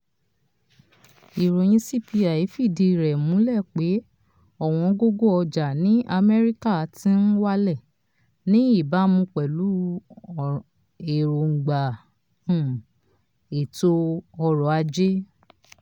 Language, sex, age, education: Yoruba, female, 30-45, tertiary